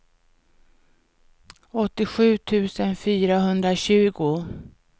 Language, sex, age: Swedish, female, 49